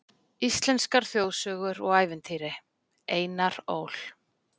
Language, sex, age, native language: Icelandic, female, 40-49, Icelandic